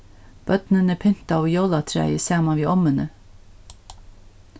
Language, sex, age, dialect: Faroese, female, 61+, Norðurstreymoy/Eysturoy